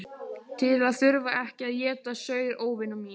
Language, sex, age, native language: Icelandic, male, 12, Icelandic